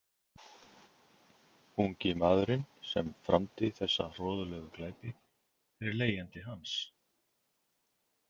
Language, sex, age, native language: Icelandic, male, 50-59, Icelandic